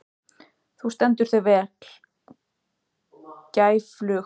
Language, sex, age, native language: Icelandic, male, 14, Icelandic